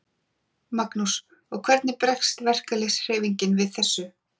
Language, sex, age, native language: Icelandic, female, 40-49, Icelandic